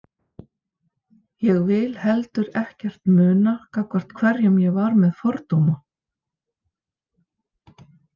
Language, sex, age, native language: Icelandic, female, 50-59, Icelandic